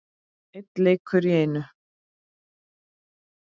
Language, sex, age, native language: Icelandic, female, 8, Icelandic